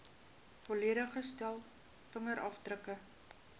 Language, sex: Afrikaans, female